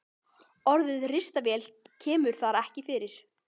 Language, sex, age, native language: Icelandic, female, 18-19, Icelandic